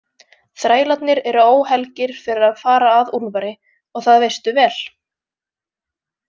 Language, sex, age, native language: Icelandic, female, 20-29, Icelandic